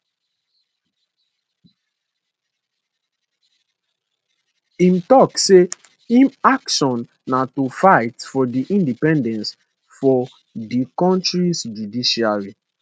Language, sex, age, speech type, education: Nigerian Pidgin, male, 15-29, spontaneous, secondary